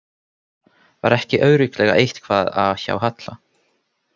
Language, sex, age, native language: Icelandic, male, 18-19, Finnish